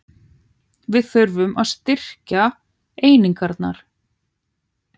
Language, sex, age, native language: Icelandic, female, 30-39, Icelandic